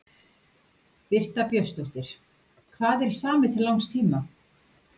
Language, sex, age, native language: Icelandic, female, 50-59, Icelandic